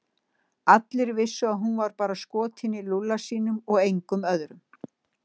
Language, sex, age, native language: Icelandic, female, 60-69, Icelandic